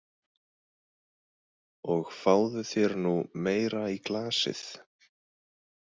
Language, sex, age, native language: Icelandic, male, 20-29, Icelandic